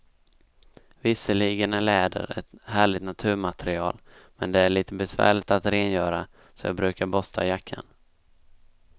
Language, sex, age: Swedish, male, 19